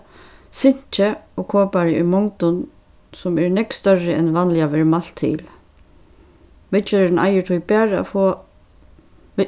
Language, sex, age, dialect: Faroese, female, 36-60, Suðurstreymoy